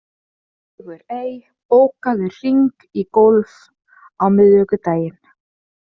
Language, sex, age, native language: Icelandic, female, 30-39, Icelandic